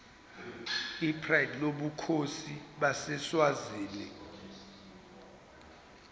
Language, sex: Zulu, male